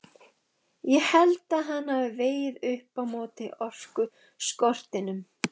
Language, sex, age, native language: Icelandic, female, 11, Icelandic